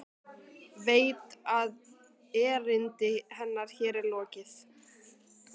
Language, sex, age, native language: Icelandic, female, 12, Icelandic